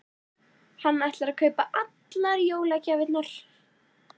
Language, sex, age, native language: Icelandic, female, 11, Icelandic